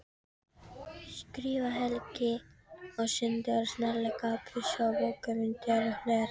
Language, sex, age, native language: Icelandic, female, 13, Filipino